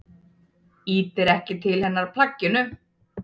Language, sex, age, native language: Icelandic, female, 30-39, Icelandic